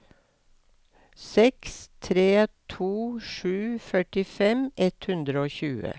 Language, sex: Norwegian, female